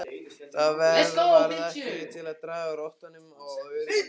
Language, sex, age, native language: Icelandic, male, 15, Icelandic